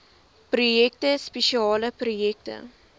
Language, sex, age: Afrikaans, female, 20